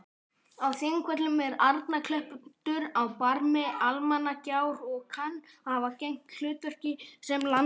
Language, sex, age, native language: Icelandic, female, 30-39, Icelandic